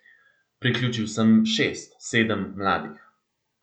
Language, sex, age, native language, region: Slovenian, male, 18-29, Slovenian, Central Slovenia